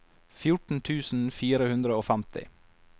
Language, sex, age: Norwegian, male, 22